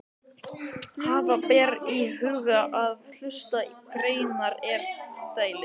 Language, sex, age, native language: Icelandic, male, 18-19, Icelandic